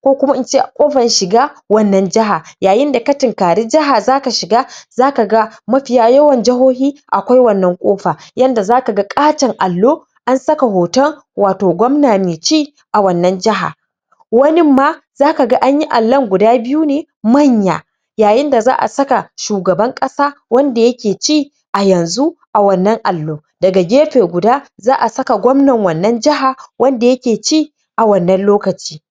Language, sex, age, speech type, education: Hausa, female, 15-29, spontaneous, tertiary